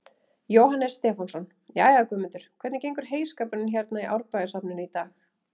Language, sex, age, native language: Icelandic, female, 30-39, Icelandic